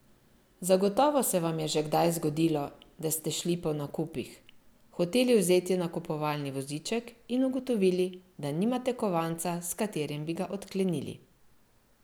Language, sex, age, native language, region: Slovenian, female, 50-59, Slovenian, Central Slovenia